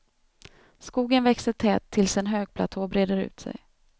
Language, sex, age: Swedish, female, 32